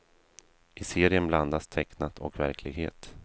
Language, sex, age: Swedish, male, 32